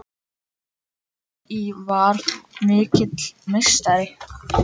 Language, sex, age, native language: Icelandic, female, 40-49, Icelandic